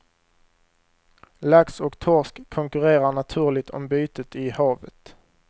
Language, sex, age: Swedish, male, 23